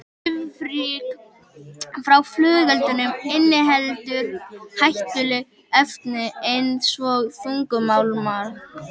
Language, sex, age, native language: Icelandic, male, 18-19, Icelandic